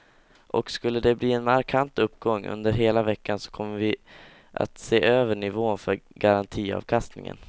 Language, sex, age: Swedish, male, 16